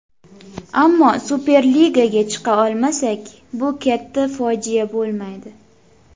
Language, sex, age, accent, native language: Uzbek, female, 19-29, Andijon, Uzbek